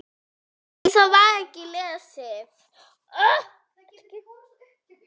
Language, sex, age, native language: Icelandic, male, 9, Icelandic